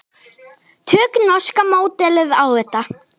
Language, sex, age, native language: Icelandic, female, 10, Icelandic